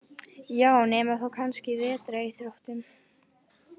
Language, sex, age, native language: Icelandic, female, 20-29, Icelandic